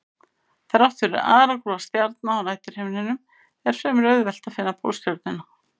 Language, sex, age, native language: Icelandic, female, 50-59, Icelandic